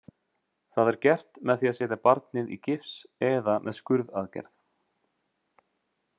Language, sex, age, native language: Icelandic, male, 30-39, Icelandic